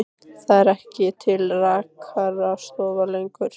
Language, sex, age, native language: Icelandic, female, 15, Icelandic